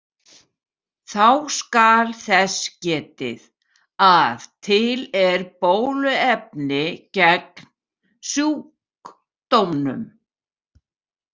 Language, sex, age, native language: Icelandic, female, 70-79, Icelandic